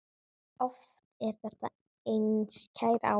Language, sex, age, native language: Icelandic, female, 9, Icelandic